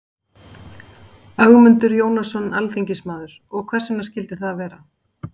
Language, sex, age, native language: Icelandic, female, 40-49, Icelandic